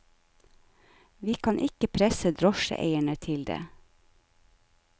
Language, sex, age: Norwegian, female, 49